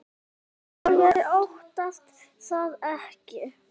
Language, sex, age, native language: Icelandic, male, 6, Icelandic